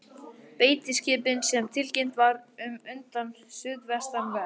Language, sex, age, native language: Icelandic, male, 11, Icelandic